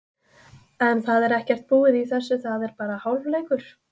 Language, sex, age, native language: Icelandic, female, 20-29, Icelandic